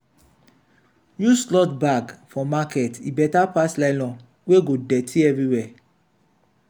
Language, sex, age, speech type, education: Nigerian Pidgin, male, 30-45, spontaneous, tertiary